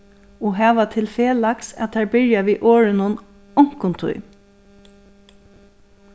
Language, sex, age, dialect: Faroese, female, 36-60, Suðurstreymoy